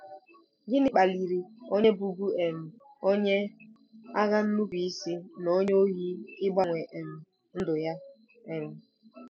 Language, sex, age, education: Igbo, female, 15-29, tertiary